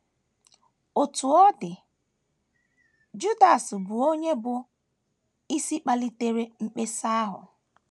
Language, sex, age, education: Igbo, female, 15-29, tertiary